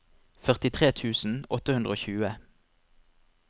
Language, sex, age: Norwegian, male, 25